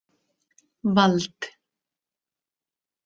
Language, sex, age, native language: Icelandic, female, 30-39, Icelandic